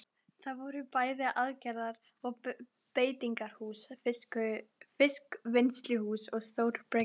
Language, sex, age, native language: Icelandic, female, 11, Icelandic